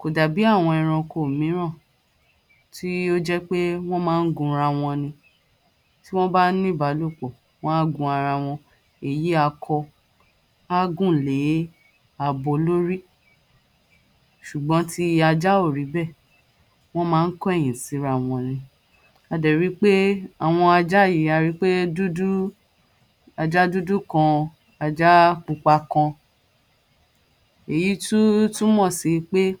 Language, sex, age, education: Yoruba, female, 30-45, tertiary